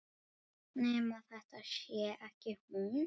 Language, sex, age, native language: Icelandic, male, 7, Icelandic